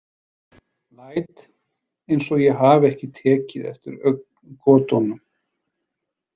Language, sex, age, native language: Icelandic, male, 40-49, Icelandic